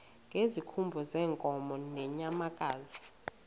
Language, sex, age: Xhosa, female, 20